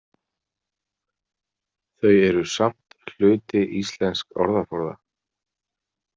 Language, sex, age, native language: Icelandic, male, 40-49, Icelandic